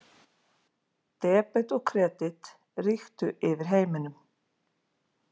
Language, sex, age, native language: Icelandic, female, 40-49, Icelandic